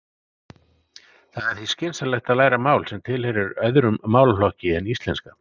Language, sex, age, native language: Icelandic, male, 40-49, Icelandic